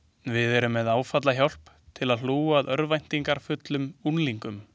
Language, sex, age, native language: Icelandic, male, 20-29, Icelandic